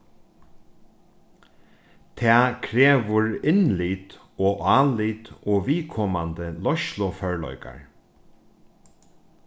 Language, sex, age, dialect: Faroese, male, 36-60, Norðurstreymoy/Eysturoy